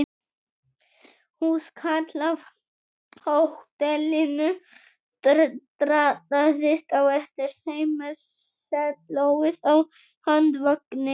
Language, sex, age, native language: Icelandic, male, 18-19, Icelandic